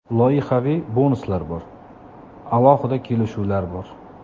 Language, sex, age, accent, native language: Uzbek, male, 25-34, Samarqand, Uzbek